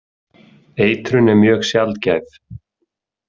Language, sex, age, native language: Icelandic, male, 30-39, Icelandic